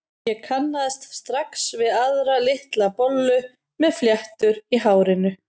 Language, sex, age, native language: Icelandic, female, 30-39, Icelandic